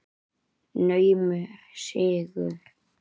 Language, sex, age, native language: Icelandic, male, 9, Icelandic